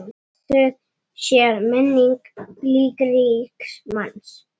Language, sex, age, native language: Icelandic, female, 9, Icelandic